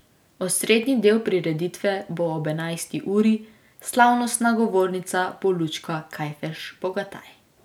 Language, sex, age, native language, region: Slovenian, female, 18-29, Slovenian, Drava region